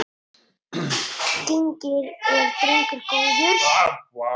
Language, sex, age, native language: Icelandic, male, 8, Italian